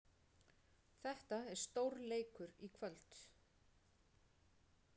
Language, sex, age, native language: Icelandic, female, 40-49, Icelandic